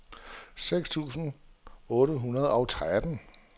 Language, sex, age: Danish, male, 47